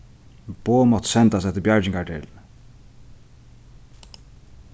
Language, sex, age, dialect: Faroese, male, 15-35, Sandoy